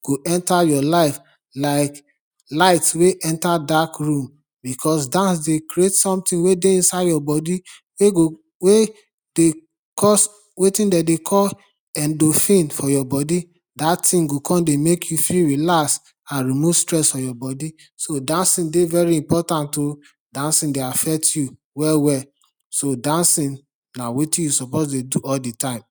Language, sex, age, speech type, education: Nigerian Pidgin, male, 30-45, spontaneous, tertiary